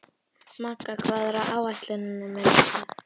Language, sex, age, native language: Icelandic, female, 18-19, Icelandic